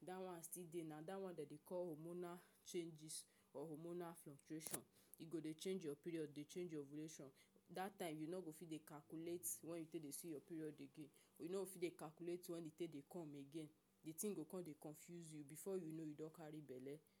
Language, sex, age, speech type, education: Nigerian Pidgin, female, 46-60, spontaneous, tertiary